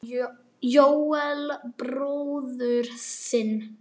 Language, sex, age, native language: Icelandic, male, 9, Icelandic